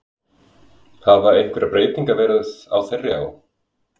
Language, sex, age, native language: Icelandic, male, 20-29, Icelandic